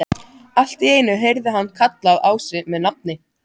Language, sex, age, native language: Icelandic, male, 14, Icelandic